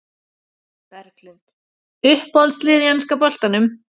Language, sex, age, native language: Icelandic, female, 30-39, Icelandic